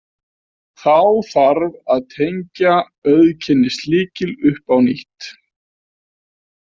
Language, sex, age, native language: Icelandic, male, 50-59, Icelandic